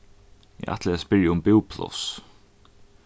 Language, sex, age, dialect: Faroese, male, 15-35, Norðuroyggjar